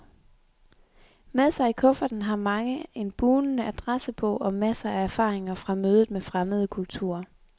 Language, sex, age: Danish, female, 23